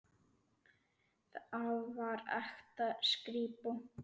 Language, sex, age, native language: Icelandic, male, 9, Icelandic